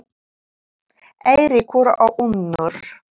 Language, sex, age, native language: Icelandic, female, 9, Icelandic